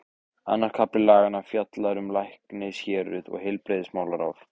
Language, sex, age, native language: Icelandic, male, 15, Icelandic